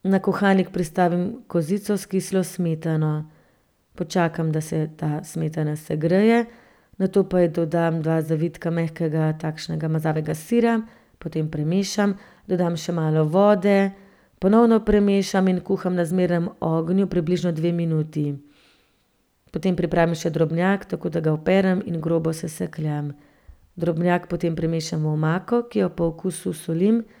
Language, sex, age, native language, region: Slovenian, female, 30-49, Slovenian, Central Slovenia